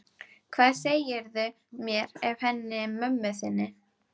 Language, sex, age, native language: Icelandic, female, 12, Icelandic